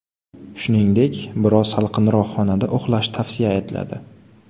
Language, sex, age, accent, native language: Uzbek, male, 18-24, Qoraqalpog'iston, Karakalpak